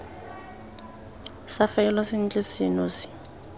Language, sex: Tswana, female